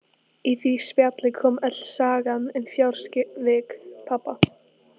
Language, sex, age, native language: Icelandic, female, 13, Icelandic